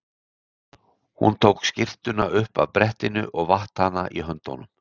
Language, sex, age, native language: Icelandic, male, 60-69, Icelandic